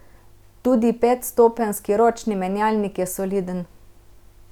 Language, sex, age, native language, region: Slovenian, female, 30-49, Slovenian, Central Slovenia